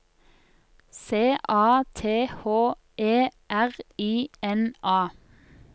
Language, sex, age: Norwegian, female, 24